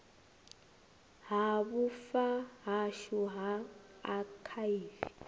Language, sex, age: Venda, female, 21